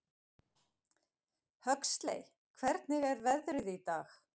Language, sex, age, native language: Icelandic, female, 50-59, Icelandic